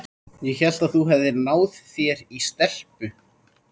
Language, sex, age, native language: Icelandic, male, 13, Icelandic